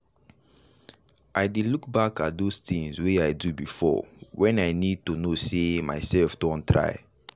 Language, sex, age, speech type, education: Nigerian Pidgin, male, 15-29, spontaneous, tertiary